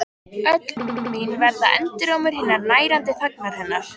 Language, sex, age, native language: Icelandic, female, 13, Icelandic